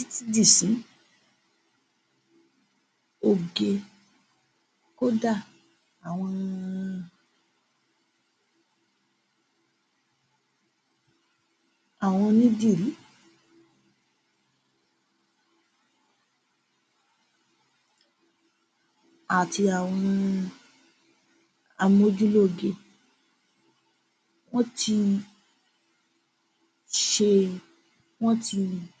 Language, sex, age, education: Yoruba, female, 15-29, tertiary